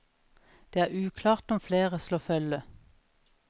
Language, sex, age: Norwegian, female, 41